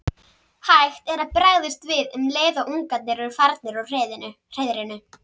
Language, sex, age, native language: Icelandic, female, 30-39, Icelandic